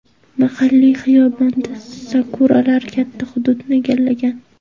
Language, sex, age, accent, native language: Uzbek, female, 18-24, Andijon, Uzbek